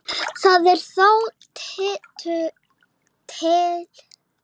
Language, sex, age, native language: Icelandic, male, 40-49, Icelandic